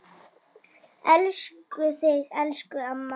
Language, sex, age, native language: Icelandic, female, 8, Icelandic